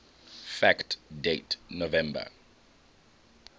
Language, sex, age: English, male, 21